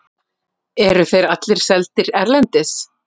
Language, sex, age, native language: Icelandic, female, 40-49, Icelandic